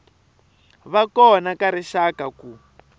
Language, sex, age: Tsonga, male, 23